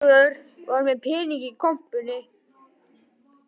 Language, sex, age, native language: Icelandic, male, 18-19, Icelandic